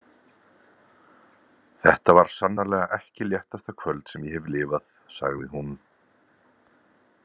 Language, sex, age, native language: Icelandic, male, 30-39, Icelandic